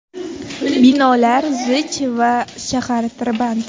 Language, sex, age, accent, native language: Uzbek, female, 18-24, Surxondaryo, Uzbek